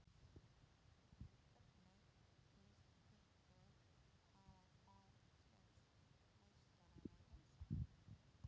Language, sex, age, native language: Icelandic, female, 40-49, Polish